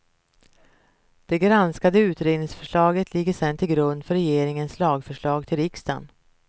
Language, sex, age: Swedish, female, 48